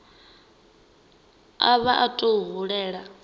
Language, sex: Venda, female